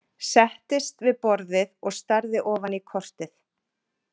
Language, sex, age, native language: Icelandic, female, 40-49, Icelandic